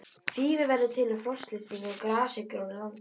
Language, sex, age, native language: Icelandic, female, 12, Icelandic